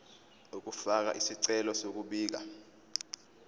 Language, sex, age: Zulu, male, 25